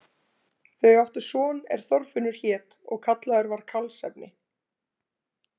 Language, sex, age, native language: Icelandic, female, 20-29, Icelandic